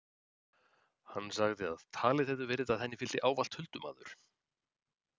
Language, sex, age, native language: Icelandic, male, 40-49, Icelandic